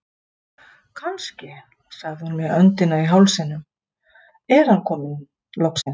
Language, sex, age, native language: Icelandic, female, 50-59, Icelandic